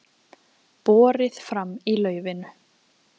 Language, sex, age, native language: Icelandic, female, 20-29, Icelandic